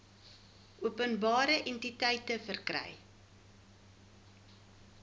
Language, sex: Afrikaans, female